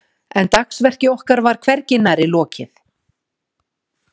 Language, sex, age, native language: Icelandic, female, 40-49, Icelandic